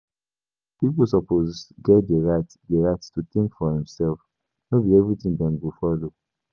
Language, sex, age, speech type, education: Nigerian Pidgin, male, 15-29, spontaneous, tertiary